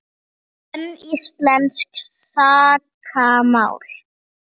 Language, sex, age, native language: Icelandic, female, 8, Icelandic